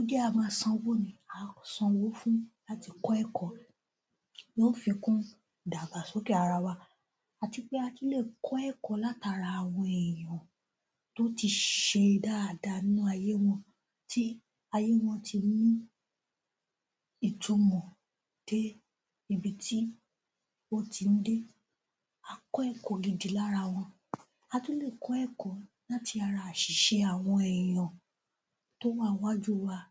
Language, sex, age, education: Yoruba, female, 15-29, tertiary